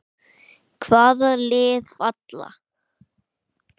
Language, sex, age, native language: Icelandic, male, 9, Icelandic